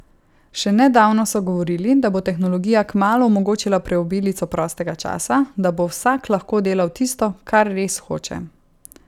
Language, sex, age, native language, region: Slovenian, female, 18-29, Slovenian, Savinja region